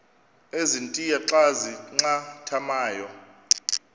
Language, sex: Xhosa, male